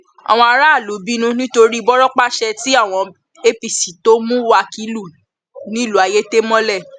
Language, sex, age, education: Yoruba, male, 15-29, tertiary